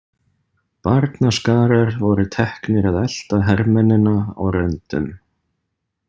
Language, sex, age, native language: Icelandic, male, 30-39, Icelandic